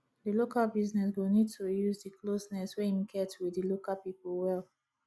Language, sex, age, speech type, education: Nigerian Pidgin, female, 30-45, spontaneous, tertiary